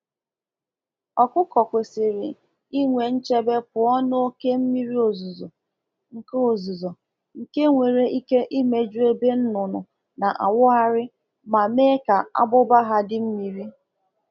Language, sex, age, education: Igbo, female, 15-29, tertiary